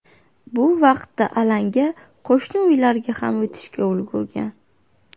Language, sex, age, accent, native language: Uzbek, female, 18-24, Buxoro, Uzbek